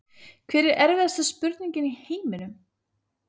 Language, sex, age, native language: Icelandic, female, 30-39, Icelandic